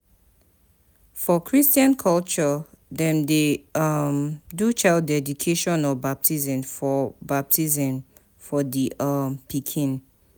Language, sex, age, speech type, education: Nigerian Pidgin, female, 30-45, spontaneous, tertiary